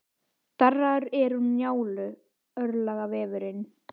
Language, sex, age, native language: Icelandic, female, 18-19, Icelandic